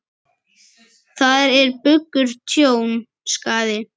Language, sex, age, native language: Icelandic, male, 9, Icelandic